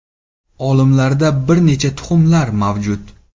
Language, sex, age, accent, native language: Uzbek, male, 18-24, Namangan, Uzbek